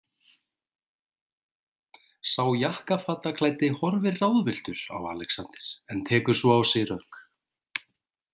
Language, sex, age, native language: Icelandic, male, 30-39, Icelandic